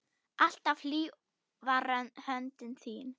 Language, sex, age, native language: Icelandic, female, 8, German